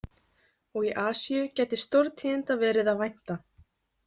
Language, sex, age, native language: Icelandic, female, 20-29, Icelandic